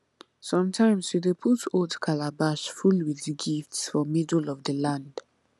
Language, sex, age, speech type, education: Nigerian Pidgin, female, 15-29, spontaneous, tertiary